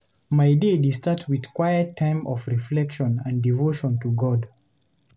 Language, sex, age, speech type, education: Nigerian Pidgin, male, 15-29, read, tertiary